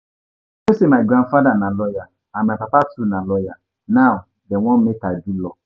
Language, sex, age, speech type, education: Nigerian Pidgin, male, 15-29, spontaneous, tertiary